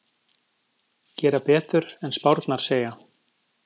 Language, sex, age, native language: Icelandic, male, 50-59, Icelandic